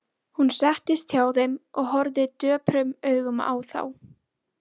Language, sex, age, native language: Icelandic, female, 12, Icelandic